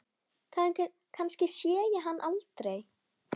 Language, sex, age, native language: Icelandic, female, 10, Icelandic